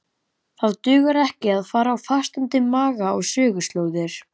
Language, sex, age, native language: Icelandic, male, 11, Icelandic